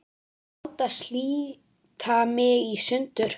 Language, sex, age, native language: Icelandic, female, 9, Icelandic